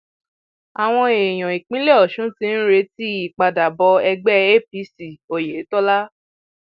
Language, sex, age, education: Yoruba, female, 15-29, tertiary